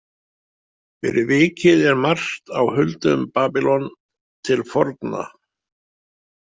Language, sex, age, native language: Icelandic, male, 70-79, Icelandic